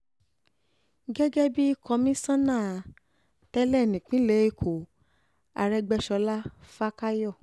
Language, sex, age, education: Yoruba, female, 15-29, tertiary